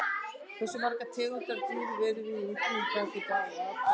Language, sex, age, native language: Icelandic, female, 60-69, Icelandic